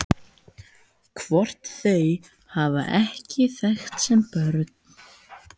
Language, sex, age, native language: Icelandic, female, 14, Icelandic